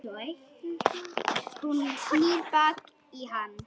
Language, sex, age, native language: Icelandic, female, 10, Icelandic